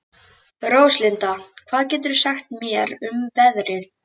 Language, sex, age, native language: Icelandic, male, 11, Icelandic